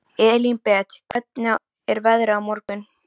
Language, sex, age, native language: Icelandic, female, 13, Icelandic